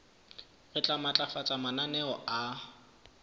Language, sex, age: Southern Sotho, male, 24